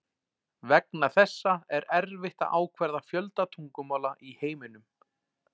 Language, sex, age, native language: Icelandic, male, 40-49, Icelandic